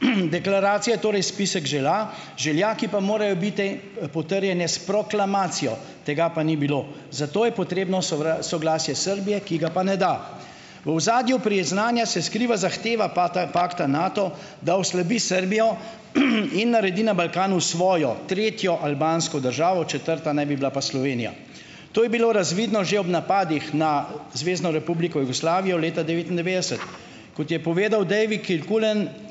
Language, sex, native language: Slovenian, male, Slovenian